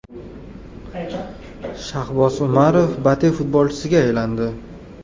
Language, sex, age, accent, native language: Uzbek, male, 25-34, Toshkent shahri, Uzbek